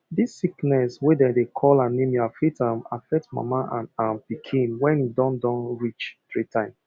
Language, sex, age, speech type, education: Nigerian Pidgin, male, 30-45, spontaneous, tertiary